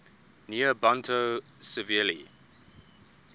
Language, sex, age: English, male, 24